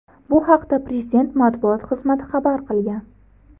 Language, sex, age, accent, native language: Uzbek, female, 18-24, Buxoro, Uzbek